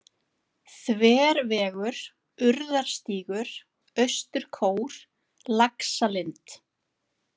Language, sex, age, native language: Icelandic, female, 40-49, Icelandic